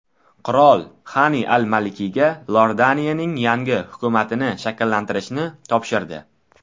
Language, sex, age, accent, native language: Uzbek, male, under 19, Buxoro, Tajik